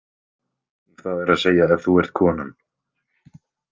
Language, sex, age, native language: Icelandic, male, 20-29, Icelandic